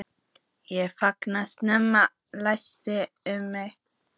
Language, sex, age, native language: Icelandic, female, 14, Icelandic